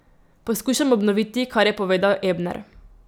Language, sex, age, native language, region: Slovenian, female, 18-29, Slovenian, Drava region